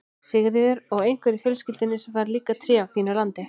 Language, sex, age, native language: Icelandic, female, 16, Icelandic